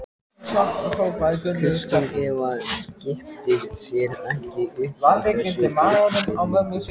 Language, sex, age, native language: Icelandic, male, 14, Icelandic